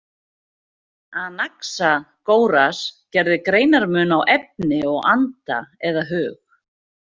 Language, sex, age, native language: Icelandic, female, 40-49, Icelandic